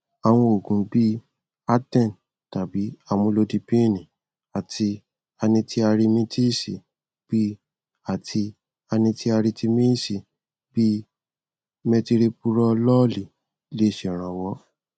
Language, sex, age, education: Yoruba, male, 15-29, tertiary